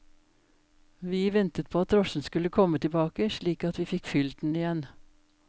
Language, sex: Norwegian, female